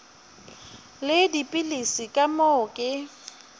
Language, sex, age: Northern Sotho, female, 30